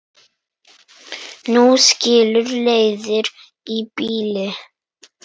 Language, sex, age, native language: Icelandic, male, 9, Icelandic